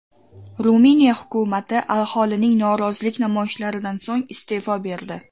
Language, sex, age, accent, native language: Uzbek, female, 12-17, Toshkent shahri, Uzbek